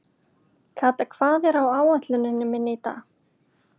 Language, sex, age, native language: Icelandic, male, 40-49, Icelandic